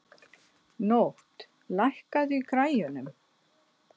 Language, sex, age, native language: Icelandic, female, 60-69, Icelandic